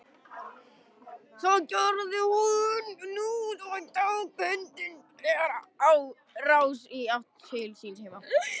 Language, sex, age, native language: Icelandic, female, 18-19, Icelandic